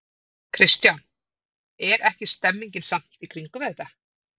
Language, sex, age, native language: Icelandic, female, 30-39, Icelandic